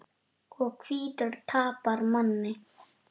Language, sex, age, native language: Icelandic, female, 8, Icelandic